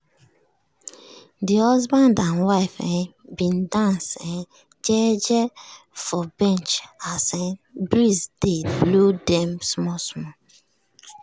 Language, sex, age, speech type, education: Nigerian Pidgin, female, 30-45, spontaneous, tertiary